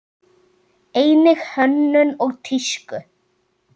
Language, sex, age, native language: Icelandic, male, 7, Icelandic